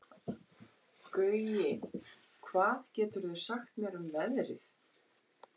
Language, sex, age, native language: Icelandic, female, 21, Icelandic